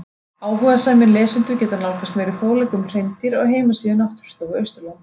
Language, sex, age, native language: Icelandic, female, 30-39, Icelandic